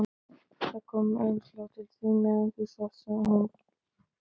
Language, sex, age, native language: Icelandic, male, 12, Icelandic